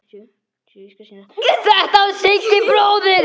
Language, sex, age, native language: Icelandic, male, 8, Icelandic